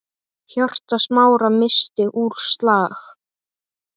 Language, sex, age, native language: Icelandic, male, 8, Icelandic